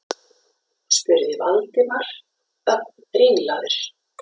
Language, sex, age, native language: Icelandic, female, 50-59, Icelandic